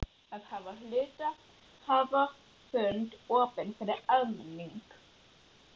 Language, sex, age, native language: Icelandic, female, 11, Icelandic